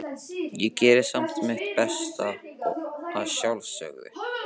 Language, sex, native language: Icelandic, male, Icelandic